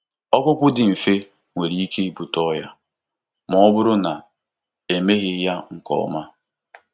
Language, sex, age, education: Igbo, male, 15-29, tertiary